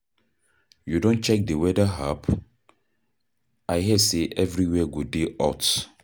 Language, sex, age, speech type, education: Nigerian Pidgin, male, 30-45, spontaneous, tertiary